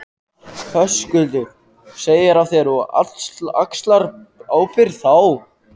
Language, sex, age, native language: Icelandic, male, 14, Icelandic